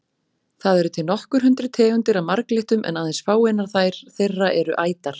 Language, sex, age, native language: Icelandic, female, 40-49, Icelandic